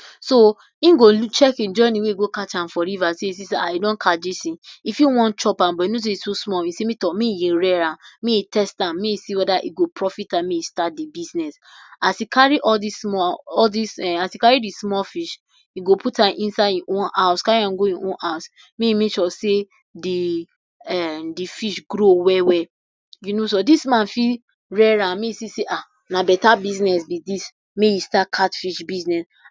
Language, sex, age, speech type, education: Nigerian Pidgin, female, 46-60, spontaneous, tertiary